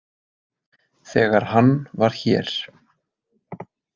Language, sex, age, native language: Icelandic, male, 20-29, Icelandic